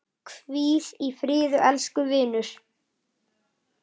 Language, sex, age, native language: Icelandic, male, 8, Icelandic